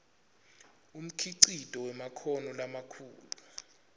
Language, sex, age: Swati, male, 25